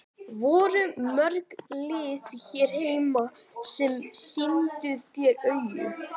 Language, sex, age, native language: Icelandic, male, 11, Icelandic